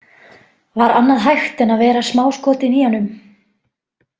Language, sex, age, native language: Icelandic, female, 20-29, Icelandic